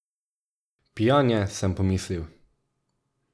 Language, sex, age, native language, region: Slovenian, male, 18-29, Slovenian, Drava region